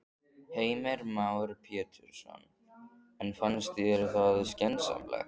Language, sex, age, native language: Icelandic, male, 14, Icelandic